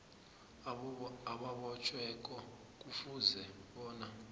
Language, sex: South Ndebele, male